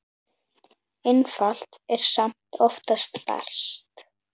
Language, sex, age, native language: Icelandic, female, 10, Icelandic